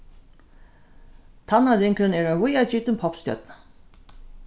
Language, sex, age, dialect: Faroese, female, 36-60, Norðurstreymoy/Eysturoy